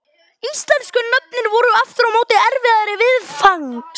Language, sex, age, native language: Icelandic, male, 11, Icelandic